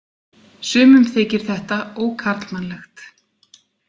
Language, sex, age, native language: Icelandic, female, 40-49, Icelandic